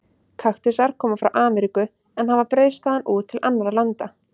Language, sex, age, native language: Icelandic, female, 30-39, Icelandic